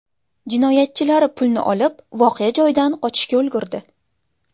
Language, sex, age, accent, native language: Uzbek, female, 19-29, Jizzax, Uzbek